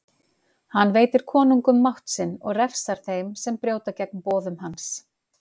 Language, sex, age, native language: Icelandic, female, 50-59, Icelandic